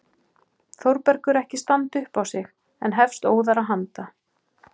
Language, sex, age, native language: Icelandic, male, 12, Icelandic